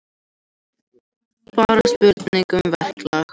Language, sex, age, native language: Icelandic, other, 18-19, Icelandic